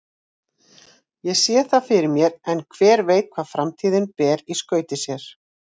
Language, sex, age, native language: Icelandic, female, 40-49, Icelandic